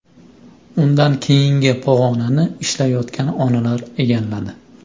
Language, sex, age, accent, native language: Uzbek, male, 25-34, Andijon, Uzbek